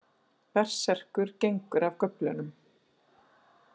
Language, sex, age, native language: Icelandic, female, 40-49, Icelandic